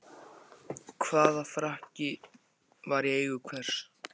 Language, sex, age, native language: Icelandic, male, 14, Icelandic